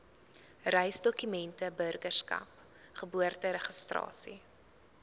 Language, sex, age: Afrikaans, female, 20